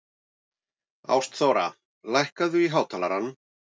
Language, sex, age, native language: Icelandic, male, 40-49, Icelandic